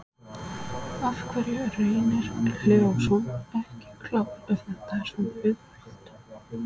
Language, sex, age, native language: Icelandic, female, 30-39, Icelandic